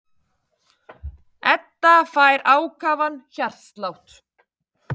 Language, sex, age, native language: Icelandic, female, 30-39, Icelandic